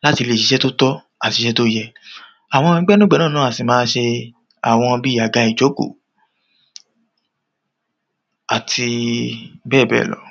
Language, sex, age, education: Yoruba, male, 30-45, tertiary